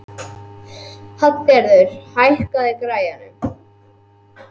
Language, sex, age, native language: Icelandic, male, 11, Icelandic